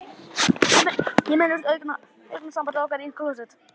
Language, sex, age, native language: Icelandic, male, 11, Icelandic